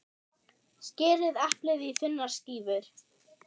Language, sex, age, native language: Icelandic, male, 6, German